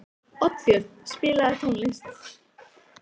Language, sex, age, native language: Icelandic, female, 13, Icelandic